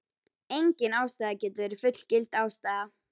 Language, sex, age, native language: Icelandic, female, 11, Icelandic